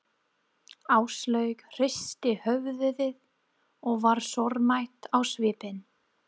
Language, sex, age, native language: Icelandic, female, 30-39, English